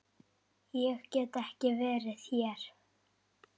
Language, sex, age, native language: Icelandic, male, 10, Icelandic